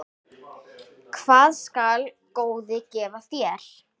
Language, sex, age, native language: Icelandic, female, 9, Icelandic